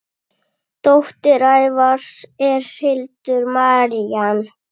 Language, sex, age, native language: Icelandic, female, 9, Icelandic